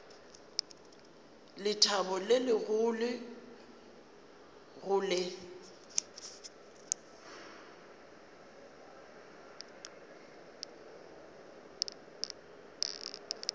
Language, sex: Northern Sotho, female